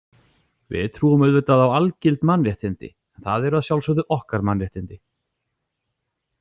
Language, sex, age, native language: Icelandic, male, 40-49, Icelandic